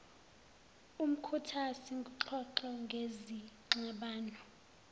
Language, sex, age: Zulu, female, 19